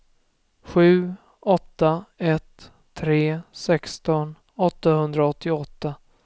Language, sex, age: Swedish, male, 24